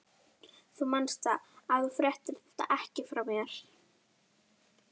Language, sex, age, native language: Icelandic, female, 11, Icelandic